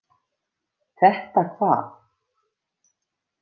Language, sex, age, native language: Icelandic, female, 50-59, Icelandic